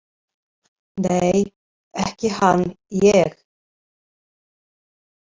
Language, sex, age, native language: Icelandic, female, 50-59, Icelandic